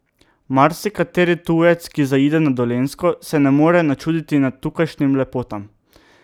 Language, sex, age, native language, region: Slovenian, male, 18-29, Slovenian, Drava region